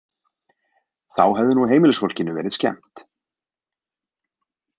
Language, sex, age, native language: Icelandic, male, 20-29, Icelandic